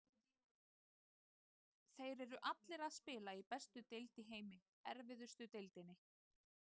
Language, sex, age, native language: Icelandic, female, 30-39, Icelandic